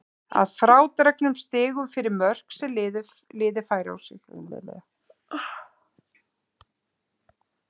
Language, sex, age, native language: Icelandic, female, 50-59, Icelandic